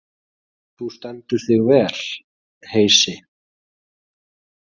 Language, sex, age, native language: Icelandic, male, 20-29, Icelandic